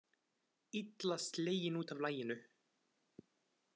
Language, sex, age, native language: Icelandic, male, 20-29, Icelandic